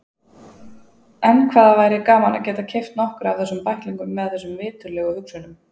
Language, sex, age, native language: Icelandic, female, 20-29, Icelandic